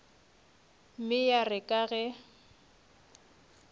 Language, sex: Northern Sotho, female